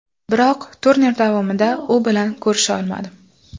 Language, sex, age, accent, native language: Uzbek, female, 18-24, Qashqadaryo, Uzbek